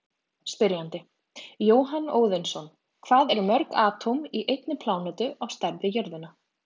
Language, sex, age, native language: Icelandic, female, 20-29, Icelandic